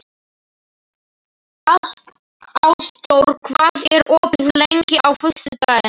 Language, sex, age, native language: Icelandic, male, 11, Slovak